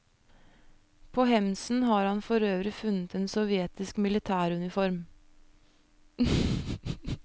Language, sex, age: Norwegian, female, 25